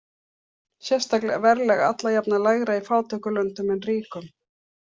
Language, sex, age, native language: Icelandic, female, 50-59, Icelandic